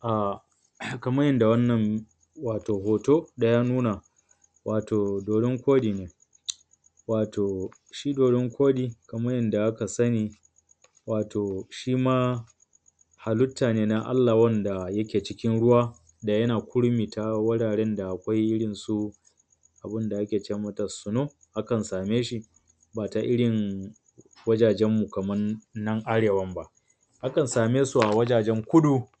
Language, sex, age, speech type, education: Hausa, male, 30-45, spontaneous, tertiary